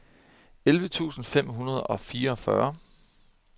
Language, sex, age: Danish, male, 30